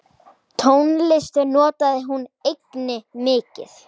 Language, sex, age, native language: Icelandic, female, 9, Icelandic